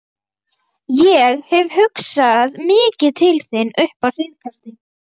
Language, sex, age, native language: Icelandic, female, 11, Icelandic